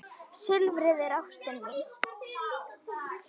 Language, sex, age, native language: Icelandic, female, 9, Icelandic